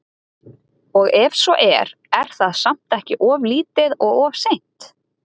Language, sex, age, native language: Icelandic, female, 30-39, Icelandic